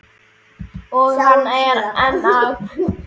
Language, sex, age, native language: Icelandic, male, 10, Icelandic